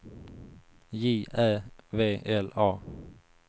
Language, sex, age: Swedish, male, 19